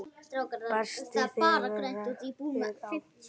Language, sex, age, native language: Icelandic, male, 9, Icelandic